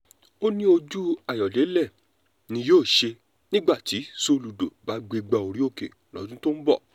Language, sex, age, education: Yoruba, male, 30-45, tertiary